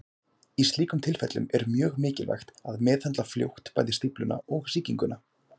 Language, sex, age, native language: Icelandic, male, 18-19, Icelandic